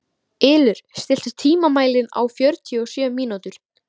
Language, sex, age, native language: Icelandic, female, 13, Icelandic